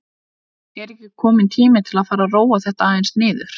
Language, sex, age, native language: Icelandic, female, 30-39, Icelandic